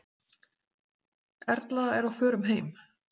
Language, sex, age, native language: Icelandic, female, 40-49, Icelandic